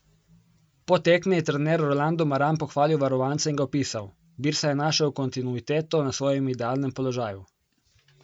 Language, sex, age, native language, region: Slovenian, male, 18-29, Slovenian, Coastal Karst region